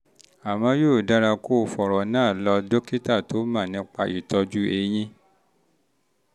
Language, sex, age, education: Yoruba, male, 30-45, tertiary